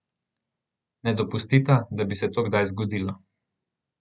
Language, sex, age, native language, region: Slovenian, male, 18-29, Slovenian, Central Slovenia